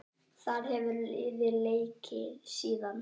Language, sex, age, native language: Icelandic, female, 10, Icelandic